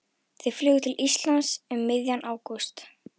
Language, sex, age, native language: Icelandic, female, 11, Icelandic